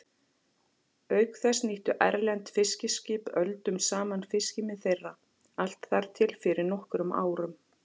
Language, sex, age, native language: Icelandic, female, 40-49, Icelandic